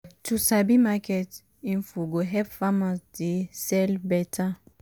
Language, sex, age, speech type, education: Nigerian Pidgin, female, 15-29, spontaneous, tertiary